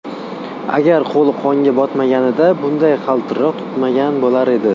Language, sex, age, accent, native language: Uzbek, male, 19-29, Qashqadaryo, Uzbek